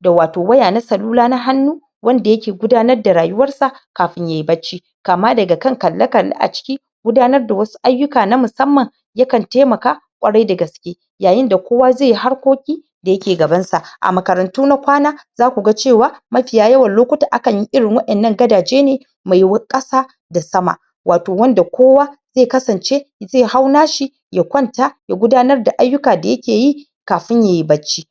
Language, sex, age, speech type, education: Hausa, female, 30-45, spontaneous, tertiary